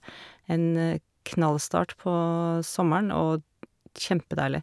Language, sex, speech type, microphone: Norwegian, female, spontaneous, Shure